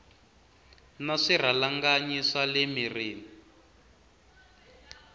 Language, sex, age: Tsonga, male, 19